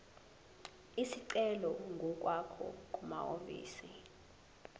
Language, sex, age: Zulu, female, 18